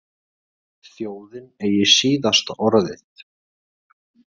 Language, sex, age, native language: Icelandic, male, 20-29, Icelandic